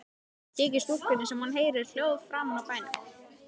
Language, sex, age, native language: Icelandic, male, 12, Icelandic